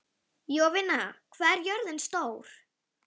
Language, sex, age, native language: Icelandic, female, 11, Icelandic